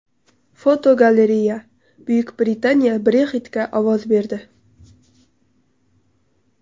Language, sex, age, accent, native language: Uzbek, female, 18-24, Qoraqalpog'iston, Uzbek